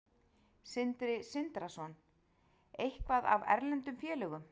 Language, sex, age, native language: Icelandic, female, 40-49, Icelandic